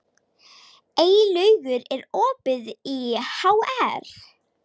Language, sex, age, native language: Icelandic, female, 18-19, Icelandic